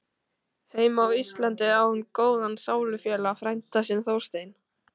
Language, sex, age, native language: Icelandic, male, 13, Icelandic